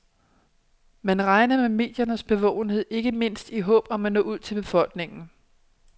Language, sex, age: Danish, female, 27